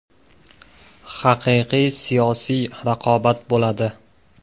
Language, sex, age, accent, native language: Uzbek, male, 19-29, Andijon, Uzbek